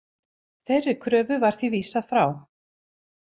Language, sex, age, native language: Icelandic, female, 60-69, Icelandic